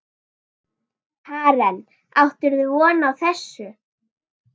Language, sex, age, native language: Icelandic, female, 9, Icelandic